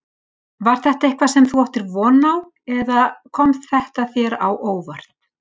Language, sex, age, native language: Icelandic, female, 60-69, Icelandic